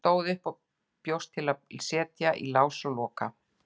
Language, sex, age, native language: Icelandic, female, 60-69, Icelandic